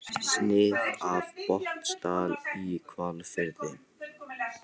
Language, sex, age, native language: Icelandic, male, 18-19, Icelandic